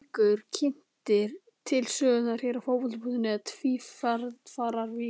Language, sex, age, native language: Icelandic, male, 18-19, Icelandic